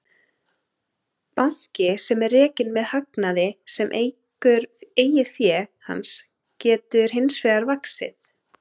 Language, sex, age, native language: Icelandic, female, 30-39, Icelandic